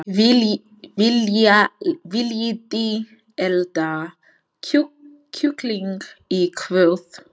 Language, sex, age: Icelandic, female, 20-29